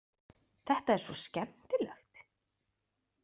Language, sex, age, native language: Icelandic, female, 20-29, Icelandic